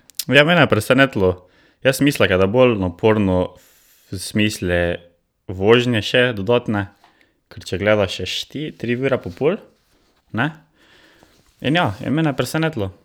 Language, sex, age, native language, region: Slovenian, male, 18-29, Slovenian, Drava region